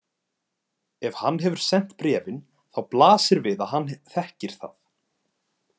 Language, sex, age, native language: Icelandic, male, 20-29, Icelandic